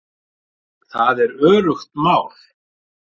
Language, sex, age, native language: Icelandic, male, 40-49, Icelandic